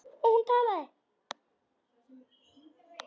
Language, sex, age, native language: Icelandic, female, 10, Icelandic